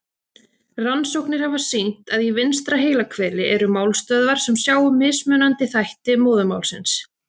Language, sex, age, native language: Icelandic, female, 30-39, Icelandic